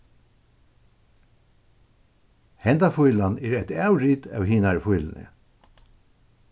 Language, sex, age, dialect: Faroese, male, 61+, Suðuroy